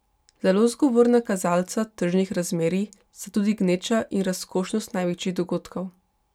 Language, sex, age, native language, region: Slovenian, female, 18-29, Slovenian, Pomurje region